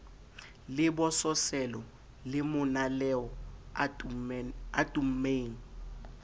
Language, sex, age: Southern Sotho, male, 20